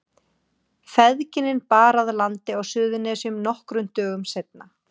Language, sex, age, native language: Icelandic, female, 40-49, Icelandic